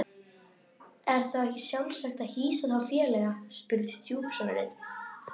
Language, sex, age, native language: Icelandic, female, 12, Icelandic